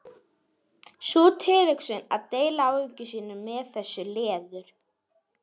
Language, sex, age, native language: Icelandic, female, 11, Icelandic